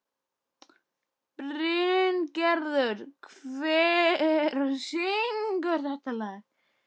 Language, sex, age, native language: Icelandic, male, 12, Icelandic